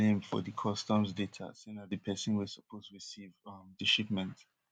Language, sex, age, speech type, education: Nigerian Pidgin, male, 15-29, spontaneous, tertiary